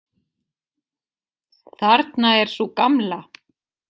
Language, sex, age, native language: Icelandic, female, 30-39, Icelandic